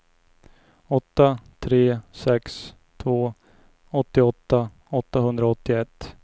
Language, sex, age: Swedish, male, 29